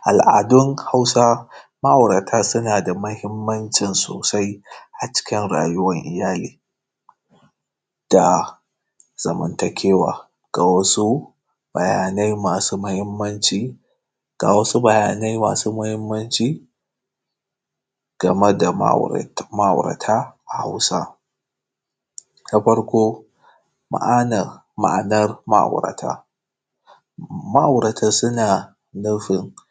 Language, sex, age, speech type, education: Hausa, male, 15-29, spontaneous, tertiary